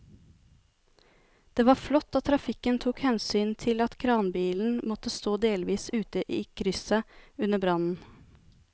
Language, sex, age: Norwegian, female, 33